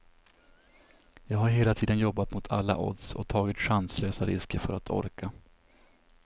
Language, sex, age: Swedish, male, 27